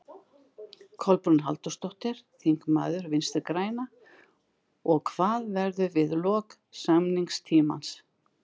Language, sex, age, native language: Icelandic, female, 60-69, Icelandic